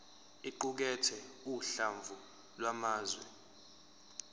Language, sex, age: Zulu, male, 23